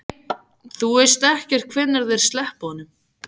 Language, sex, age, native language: Icelandic, male, 14, Icelandic